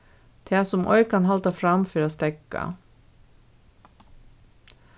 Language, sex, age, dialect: Faroese, female, 36-60, Norðurstreymoy/Eysturoy